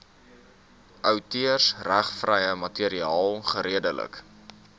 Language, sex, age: Afrikaans, male, 19